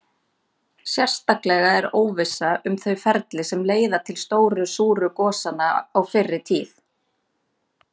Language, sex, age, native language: Icelandic, female, 30-39, Icelandic